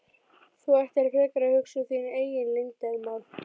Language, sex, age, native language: Icelandic, female, 12, Icelandic